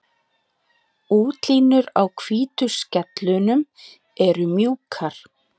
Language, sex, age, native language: Icelandic, female, 40-49, Icelandic